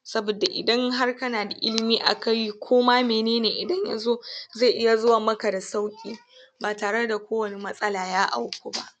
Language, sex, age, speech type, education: Hausa, female, 15-29, spontaneous, tertiary